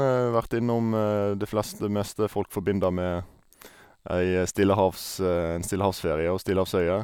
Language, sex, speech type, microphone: Norwegian, male, spontaneous, Sennheiser